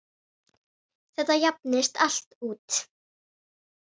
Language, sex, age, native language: Icelandic, female, 9, Icelandic